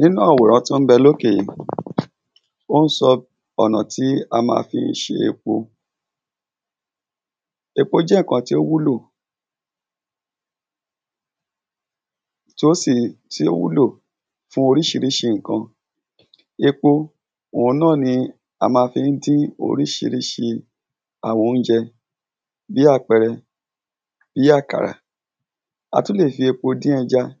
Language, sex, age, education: Yoruba, male, 30-45, secondary